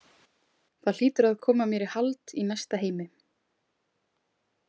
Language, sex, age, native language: Icelandic, female, 20-29, Icelandic